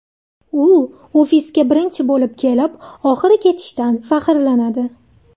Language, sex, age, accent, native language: Uzbek, female, 19-29, Andijon, Uzbek